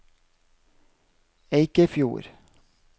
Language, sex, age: Norwegian, male, 32